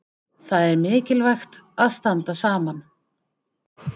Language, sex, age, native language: Icelandic, female, 30-39, Icelandic